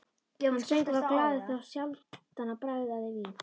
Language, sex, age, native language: Icelandic, female, 11, Icelandic